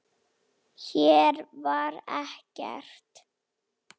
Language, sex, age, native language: Icelandic, female, 8, Slovak